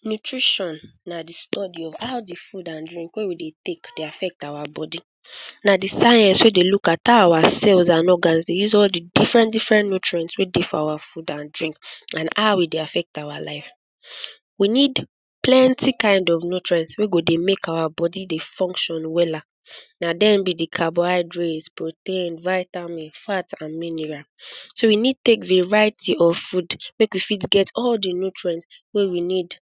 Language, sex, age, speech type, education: Nigerian Pidgin, female, 15-29, spontaneous, secondary